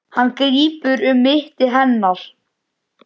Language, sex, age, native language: Icelandic, male, 9, Icelandic